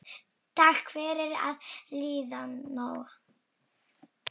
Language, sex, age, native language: Icelandic, female, 7, Polish